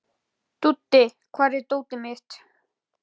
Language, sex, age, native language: Icelandic, male, 11, Icelandic